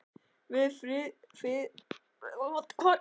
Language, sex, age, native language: Icelandic, male, 11, Icelandic